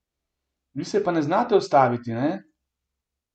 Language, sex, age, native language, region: Slovenian, male, 50-59, Slovenian, Gorenjska region